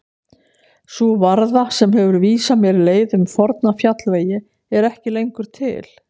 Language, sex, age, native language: Icelandic, female, 60-69, Icelandic